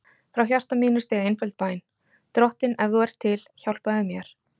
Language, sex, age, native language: Icelandic, female, 40-49, Icelandic